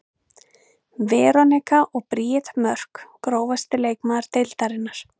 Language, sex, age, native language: Icelandic, female, 30-39, Icelandic